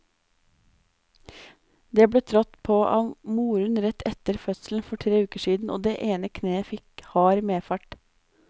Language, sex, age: Norwegian, female, 26